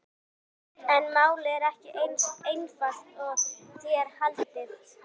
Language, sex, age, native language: Icelandic, female, 11, Icelandic